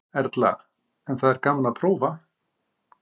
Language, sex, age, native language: Icelandic, male, 50-59, Icelandic